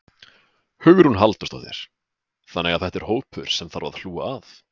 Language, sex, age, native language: Icelandic, male, 20-29, Icelandic